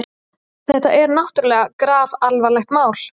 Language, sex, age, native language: Icelandic, female, 20-29, Icelandic